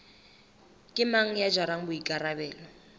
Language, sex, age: Southern Sotho, female, 24